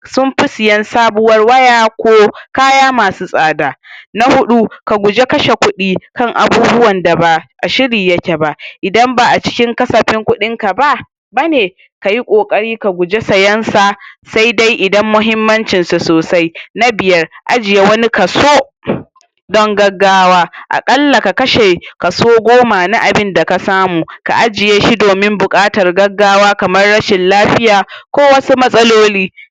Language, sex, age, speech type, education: Hausa, male, 46-60, spontaneous, tertiary